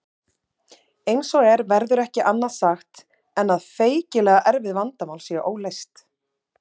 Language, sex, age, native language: Icelandic, female, 30-39, Icelandic